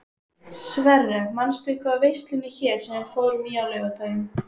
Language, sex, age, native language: Icelandic, female, 14, Icelandic